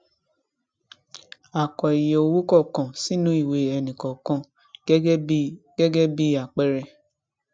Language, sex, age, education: Yoruba, female, 15-29, tertiary